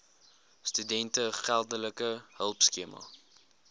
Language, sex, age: Afrikaans, male, 20